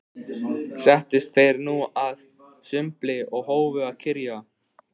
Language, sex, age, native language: Icelandic, male, 13, Icelandic